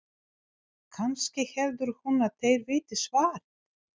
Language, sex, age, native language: Icelandic, female, 40-49, Serbo-Croatian